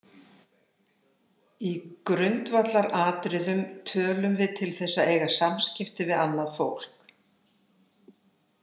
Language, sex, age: Icelandic, female, 70-79